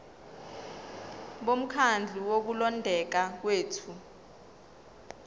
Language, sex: Zulu, female